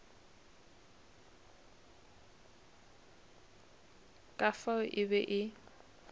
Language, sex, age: Northern Sotho, female, 26